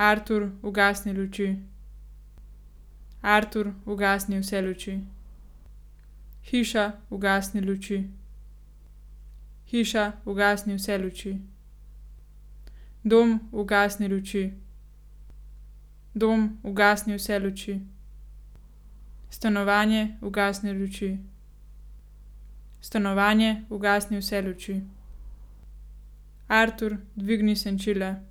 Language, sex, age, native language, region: Slovenian, female, 18-29, Slovenian, Gorenjska region